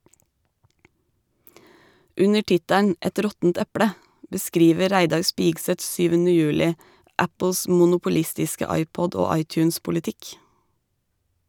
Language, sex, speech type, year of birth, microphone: Norwegian, female, read, 1985, Shure